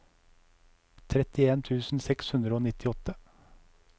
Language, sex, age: Norwegian, male, 37